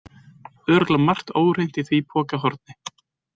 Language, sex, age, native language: Icelandic, male, 20-29, Icelandic